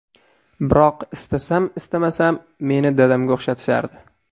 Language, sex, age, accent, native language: Uzbek, male, 18-24, Surxondaryo, Uzbek